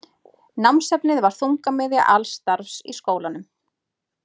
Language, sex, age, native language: Icelandic, female, 30-39, Icelandic